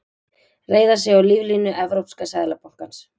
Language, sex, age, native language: Icelandic, female, 20-29, Icelandic